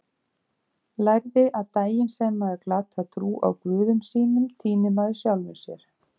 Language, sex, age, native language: Icelandic, female, 50-59, Icelandic